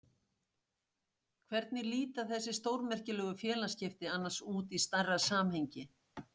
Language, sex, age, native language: Icelandic, female, 60-69, Icelandic